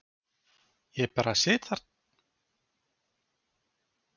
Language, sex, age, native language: Icelandic, male, 40-49, Icelandic